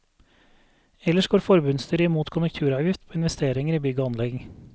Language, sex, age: Norwegian, male, 32